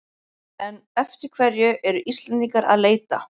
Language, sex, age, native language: Icelandic, female, 20-29, Icelandic